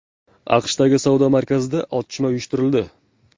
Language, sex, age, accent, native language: Uzbek, male, 18-24, Jizzax, Uzbek